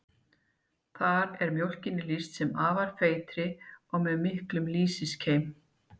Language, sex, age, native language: Icelandic, female, 50-59, Icelandic